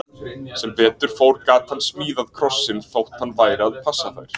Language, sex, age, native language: Icelandic, male, 20-29, Icelandic